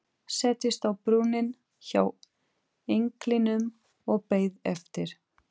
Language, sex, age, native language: Icelandic, female, 30-39, Portuguese